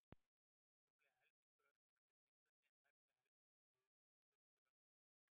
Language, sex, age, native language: Icelandic, male, 60-69, Icelandic